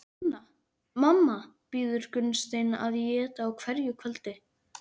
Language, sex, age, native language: Icelandic, male, 11, Icelandic